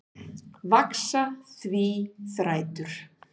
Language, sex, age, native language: Icelandic, female, 50-59, Icelandic